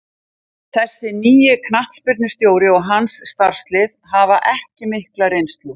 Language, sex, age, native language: Icelandic, female, 50-59, Icelandic